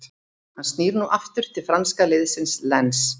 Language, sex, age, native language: Icelandic, female, 30-39, Icelandic